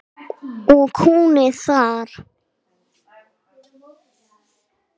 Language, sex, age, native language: Icelandic, female, 6, English